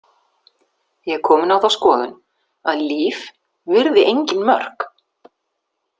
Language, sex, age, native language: Icelandic, female, 60-69, Icelandic